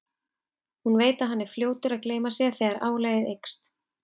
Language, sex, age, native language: Icelandic, female, 30-39, Icelandic